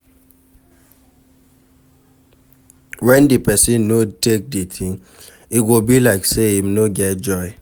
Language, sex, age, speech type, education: Nigerian Pidgin, male, 46-60, read, secondary